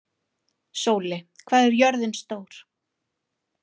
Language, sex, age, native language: Icelandic, female, 40-49, Icelandic